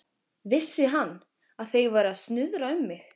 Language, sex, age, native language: Icelandic, female, 14, Icelandic